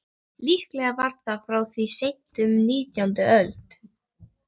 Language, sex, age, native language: Icelandic, female, 11, Icelandic